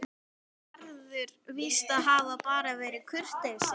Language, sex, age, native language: Icelandic, female, 12, Icelandic